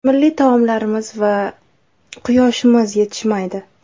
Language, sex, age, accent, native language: Uzbek, female, 18-24, Toshkent shahri, Uzbek